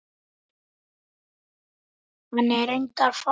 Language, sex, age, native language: Icelandic, male, 10, Icelandic